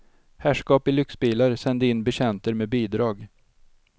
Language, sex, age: Swedish, male, 32